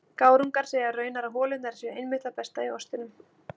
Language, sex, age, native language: Icelandic, female, 40-49, Icelandic